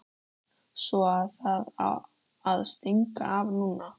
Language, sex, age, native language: Icelandic, female, 13, Icelandic